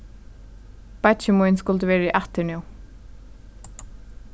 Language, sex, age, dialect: Faroese, female, 15-35, Suðurstreymoy